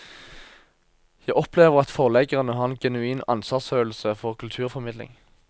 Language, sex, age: Norwegian, male, 24